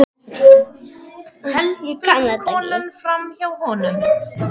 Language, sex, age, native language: Icelandic, male, 6, Icelandic